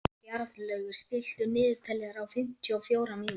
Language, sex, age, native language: Icelandic, male, 11, Icelandic